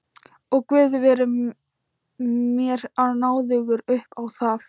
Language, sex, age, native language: Icelandic, female, 13, Thai